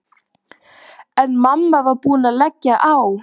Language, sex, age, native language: Icelandic, female, 12, Icelandic